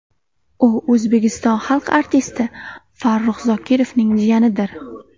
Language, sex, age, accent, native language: Uzbek, female, 18-24, Navoiy, Uzbek